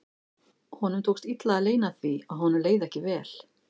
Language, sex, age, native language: Icelandic, female, 50-59, Icelandic